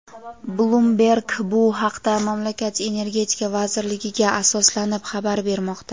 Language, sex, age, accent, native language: Uzbek, female, 18-24, Jizzax, Uzbek